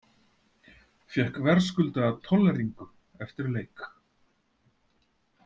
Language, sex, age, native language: Icelandic, male, 40-49, Icelandic